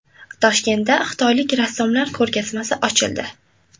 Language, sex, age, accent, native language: Uzbek, female, 18-24, Buxoro, Uzbek